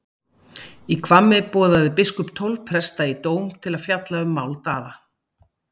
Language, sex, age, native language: Icelandic, female, 50-59, Icelandic